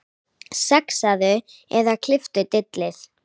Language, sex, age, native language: Icelandic, female, 9, Icelandic